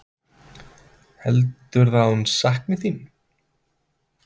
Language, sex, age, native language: Icelandic, male, 30-39, Icelandic